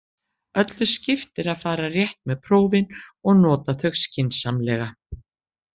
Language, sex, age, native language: Icelandic, female, 60-69, Icelandic